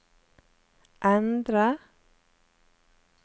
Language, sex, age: Norwegian, female, 35